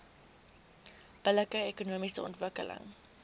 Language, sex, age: Afrikaans, female, 19